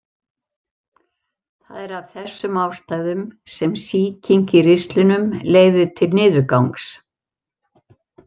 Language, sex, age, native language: Icelandic, female, 70-79, Icelandic